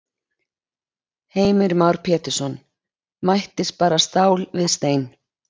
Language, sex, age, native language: Icelandic, female, 30-39, Icelandic